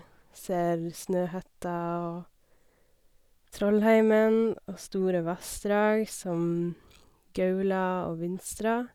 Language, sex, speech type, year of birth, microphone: Norwegian, female, spontaneous, 1990, Sennheiser